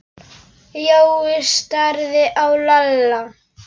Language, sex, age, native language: Icelandic, male, 10, Polish